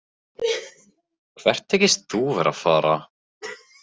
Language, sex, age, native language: Icelandic, male, 15, Icelandic